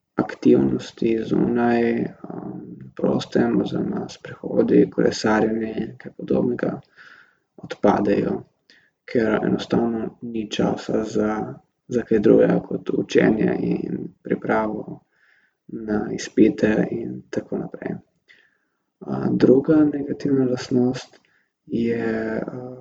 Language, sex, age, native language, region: Slovenian, male, 18-29, Slovenian, Gorica region